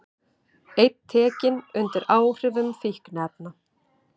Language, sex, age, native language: Icelandic, female, 30-39, Icelandic